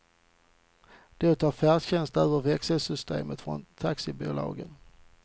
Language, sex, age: Swedish, male, 40